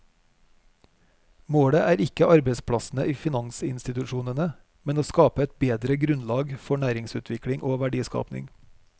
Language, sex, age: Norwegian, male, 41